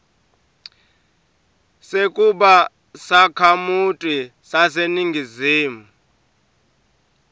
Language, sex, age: Swati, male, 23